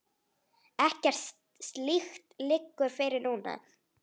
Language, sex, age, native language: Icelandic, female, 8, Icelandic